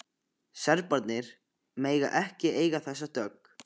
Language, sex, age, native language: Icelandic, male, 15, Icelandic